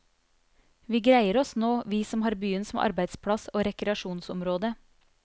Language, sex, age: Norwegian, female, 30